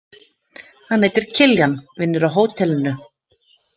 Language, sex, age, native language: Icelandic, female, 50-59, Icelandic